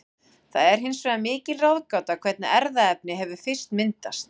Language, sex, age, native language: Icelandic, female, 40-49, Icelandic